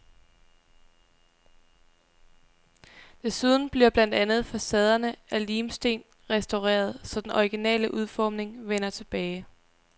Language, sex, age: Danish, female, 23